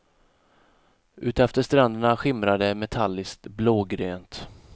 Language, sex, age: Swedish, male, 31